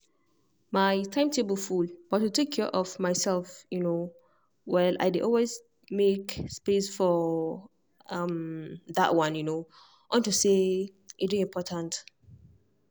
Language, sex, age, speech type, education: Nigerian Pidgin, female, 15-29, spontaneous, tertiary